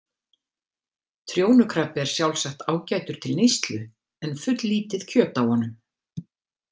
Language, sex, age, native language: Icelandic, female, 50-59, Icelandic